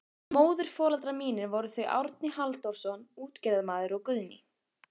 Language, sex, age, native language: Icelandic, female, 15, Icelandic